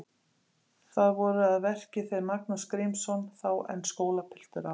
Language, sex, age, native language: Icelandic, female, 50-59, Icelandic